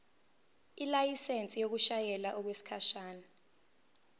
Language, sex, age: Zulu, female, 19